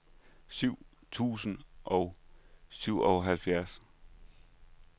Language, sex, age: Danish, male, 39